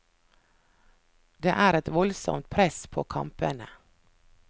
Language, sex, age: Norwegian, female, 49